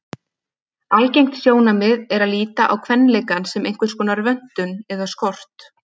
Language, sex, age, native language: Icelandic, female, 20-29, Icelandic